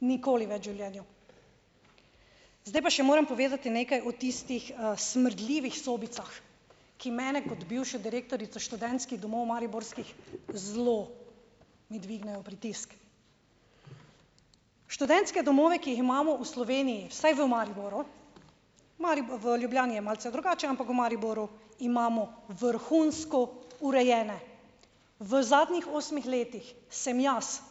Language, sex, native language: Slovenian, female, Slovenian